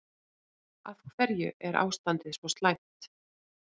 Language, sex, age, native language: Icelandic, female, 40-49, Icelandic